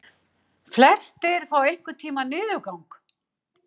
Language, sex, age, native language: Icelandic, female, 60-69, Icelandic